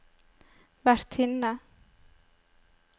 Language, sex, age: Norwegian, female, 25